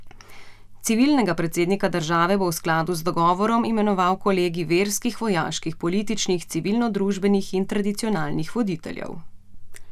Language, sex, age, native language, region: Slovenian, female, 30-49, Slovenian, Central Slovenia